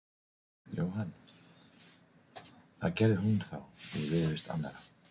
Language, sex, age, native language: Icelandic, male, 40-49, Icelandic